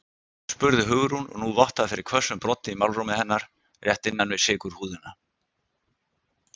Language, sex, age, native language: Icelandic, male, 60-69, Icelandic